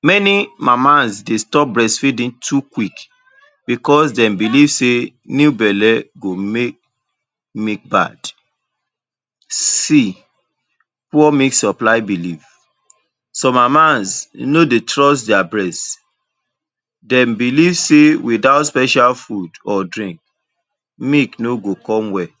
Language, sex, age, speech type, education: Nigerian Pidgin, male, 30-45, spontaneous, tertiary